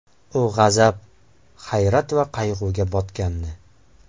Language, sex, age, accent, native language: Uzbek, male, 18-24, Sirdaryo, Uzbek